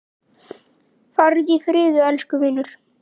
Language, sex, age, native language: Icelandic, male, 9, Icelandic